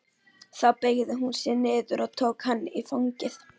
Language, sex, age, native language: Icelandic, female, 11, Icelandic